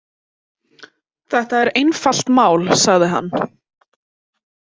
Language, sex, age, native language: Icelandic, female, 18-19, Icelandic